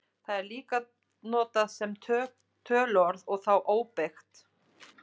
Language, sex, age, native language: Icelandic, female, 30-39, Icelandic